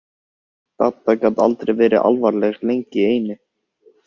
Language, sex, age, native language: Icelandic, male, 16, Icelandic